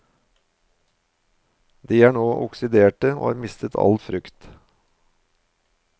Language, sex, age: Norwegian, male, 53